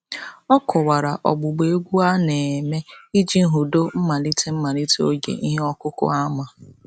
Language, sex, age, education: Igbo, female, 30-45, tertiary